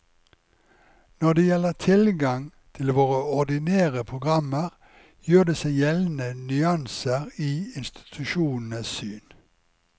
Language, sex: Norwegian, male